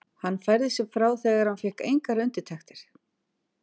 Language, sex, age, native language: Icelandic, female, 50-59, Icelandic